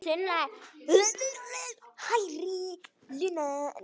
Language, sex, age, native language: Icelandic, female, 9, Icelandic